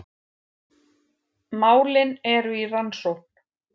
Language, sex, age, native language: Icelandic, female, 50-59, Icelandic